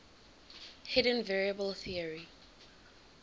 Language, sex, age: English, female, 19